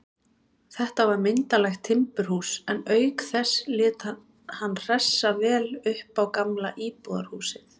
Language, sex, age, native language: Icelandic, female, 20-29, Icelandic